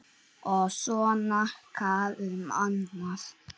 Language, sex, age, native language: Icelandic, female, 8, Icelandic